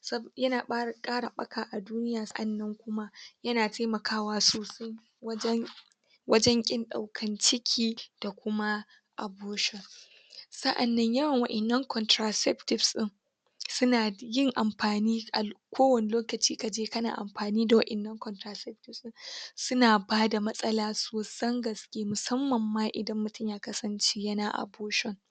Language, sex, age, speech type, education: Hausa, female, 15-29, spontaneous, tertiary